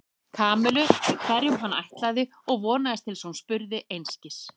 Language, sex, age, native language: Icelandic, female, 30-39, Icelandic